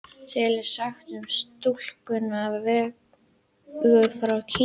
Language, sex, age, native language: Icelandic, female, 18-19, Icelandic